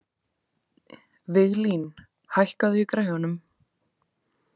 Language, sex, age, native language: Icelandic, female, 20-29, Icelandic